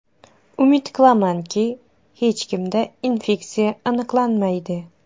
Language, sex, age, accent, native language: Uzbek, female, 30-39, Xorazm, Uzbek